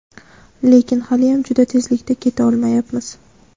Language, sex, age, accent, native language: Uzbek, female, 18-24, Navoiy, Uzbek